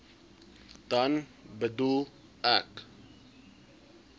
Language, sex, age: Afrikaans, male, 20